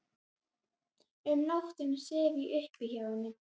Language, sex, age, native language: Icelandic, female, 12, Icelandic